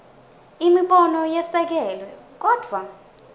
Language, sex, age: Swati, female, 20